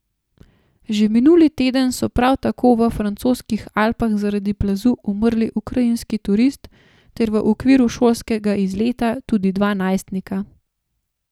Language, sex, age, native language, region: Slovenian, female, 30-49, Slovenian, Gorenjska region